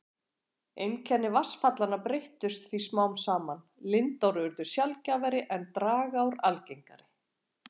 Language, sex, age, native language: Icelandic, female, 40-49, Icelandic